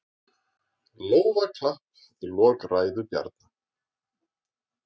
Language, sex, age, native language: Icelandic, male, 40-49, Icelandic